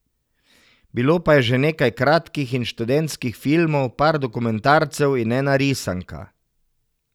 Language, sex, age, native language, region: Slovenian, male, 50-59, Slovenian, Savinja region